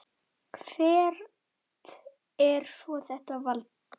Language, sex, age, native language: Icelandic, female, 10, Icelandic